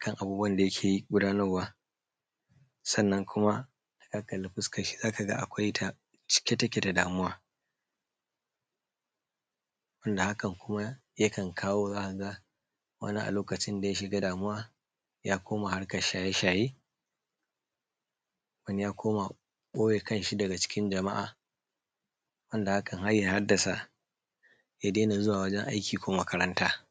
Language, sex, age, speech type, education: Hausa, male, 30-45, spontaneous, secondary